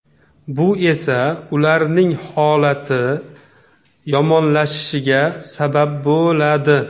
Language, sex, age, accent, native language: Uzbek, male, 35+, Namangan, Uzbek